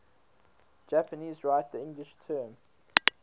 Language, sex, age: English, male, 19